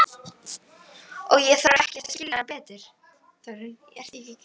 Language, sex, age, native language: Icelandic, female, 12, Icelandic